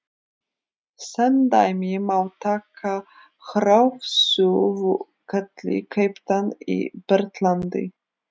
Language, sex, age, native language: Icelandic, female, 30-39, Icelandic